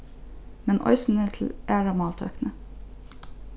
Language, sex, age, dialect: Faroese, female, 15-35, Norðurstreymoy/Eysturoy